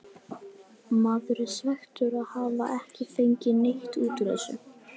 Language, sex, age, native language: Icelandic, female, 18-19, Icelandic